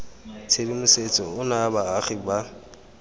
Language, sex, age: Tswana, male, 25